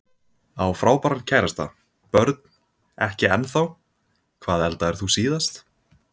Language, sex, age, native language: Icelandic, male, 20-29, Icelandic